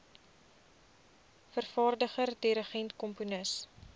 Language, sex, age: Afrikaans, female, 20